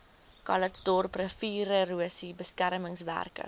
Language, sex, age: Afrikaans, female, 19